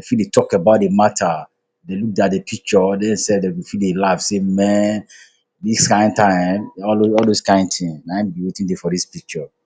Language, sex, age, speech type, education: Nigerian Pidgin, male, 46-60, spontaneous, tertiary